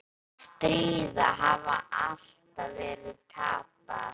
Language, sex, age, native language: Icelandic, male, 12, Icelandic